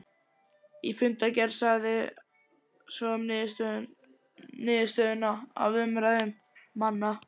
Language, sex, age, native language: Icelandic, male, 11, Icelandic